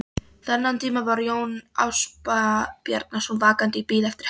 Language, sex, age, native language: Icelandic, female, 13, Polish